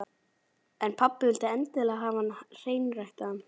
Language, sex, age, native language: Icelandic, male, 11, Icelandic